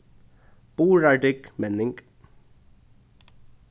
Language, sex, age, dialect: Faroese, male, 15-35, Norðurstreymoy/Eysturoy